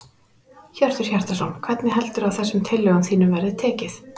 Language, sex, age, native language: Icelandic, female, 30-39, Icelandic